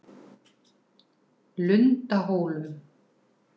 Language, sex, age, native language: Icelandic, female, 60-69, Icelandic